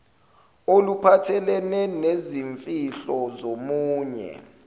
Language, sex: Zulu, male